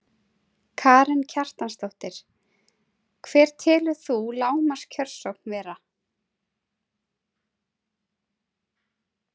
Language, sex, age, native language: Icelandic, female, 30-39, Icelandic